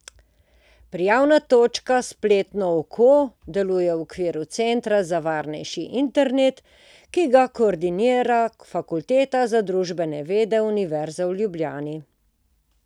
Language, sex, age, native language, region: Slovenian, female, 50-59, Slovenian, Posavska region